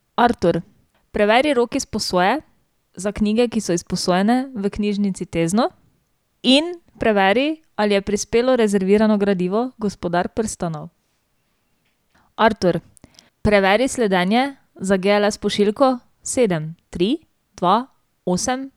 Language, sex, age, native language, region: Slovenian, female, 18-29, Slovenian, Drava region